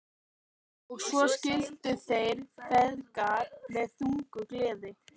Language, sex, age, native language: Icelandic, female, 12, Icelandic